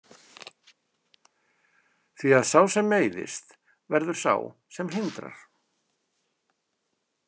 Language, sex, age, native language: Icelandic, male, 60-69, Icelandic